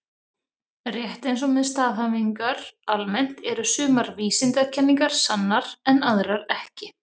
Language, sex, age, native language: Icelandic, female, 30-39, Icelandic